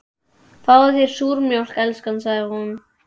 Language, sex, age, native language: Icelandic, male, 12, Icelandic